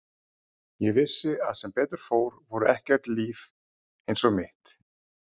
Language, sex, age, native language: Icelandic, male, 30-39, Icelandic